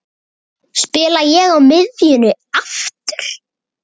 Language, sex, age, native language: Icelandic, male, 8, Icelandic